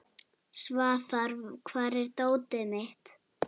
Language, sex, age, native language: Icelandic, male, 11, Icelandic